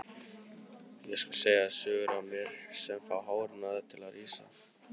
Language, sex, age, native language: Icelandic, male, 18-19, Icelandic